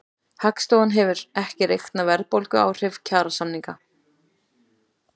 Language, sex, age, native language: Icelandic, female, 40-49, Icelandic